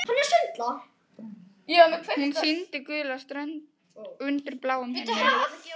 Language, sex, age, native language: Icelandic, female, 11, Icelandic